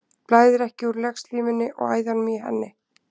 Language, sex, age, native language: Icelandic, female, 20-29, Icelandic